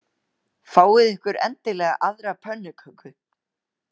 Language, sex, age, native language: Icelandic, male, 18-19, Icelandic